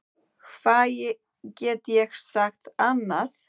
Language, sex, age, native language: Icelandic, female, 9, Icelandic